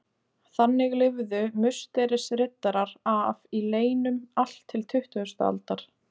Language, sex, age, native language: Icelandic, female, 20-29, Icelandic